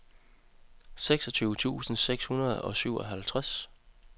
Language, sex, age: Danish, male, 30